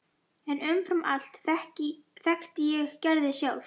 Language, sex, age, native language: Icelandic, female, 11, Icelandic